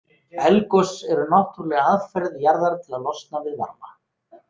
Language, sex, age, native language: Icelandic, male, 30-39, Icelandic